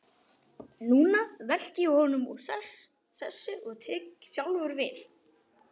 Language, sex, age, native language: Icelandic, male, 12, Icelandic